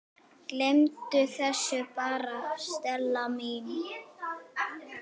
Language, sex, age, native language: Icelandic, female, 8, Icelandic